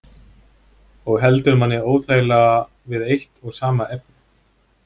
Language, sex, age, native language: Icelandic, male, 20-29, Icelandic